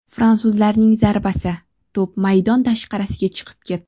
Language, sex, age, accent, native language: Uzbek, female, 18-24, Sirdaryo, Uzbek